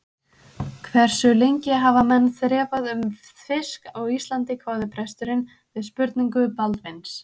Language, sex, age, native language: Icelandic, female, 20-29, Icelandic